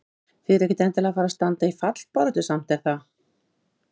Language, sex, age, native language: Icelandic, female, 50-59, Icelandic